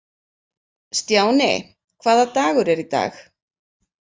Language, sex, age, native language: Icelandic, female, 40-49, Icelandic